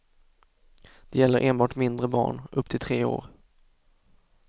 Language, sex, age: Swedish, male, 24